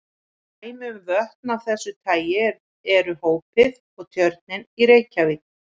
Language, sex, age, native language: Icelandic, female, 40-49, Icelandic